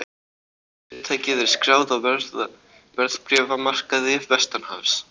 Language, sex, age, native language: Icelandic, other, 18-19, Icelandic